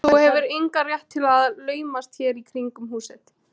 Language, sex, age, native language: Icelandic, female, 18-19, Icelandic